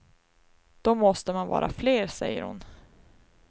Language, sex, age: Swedish, female, 19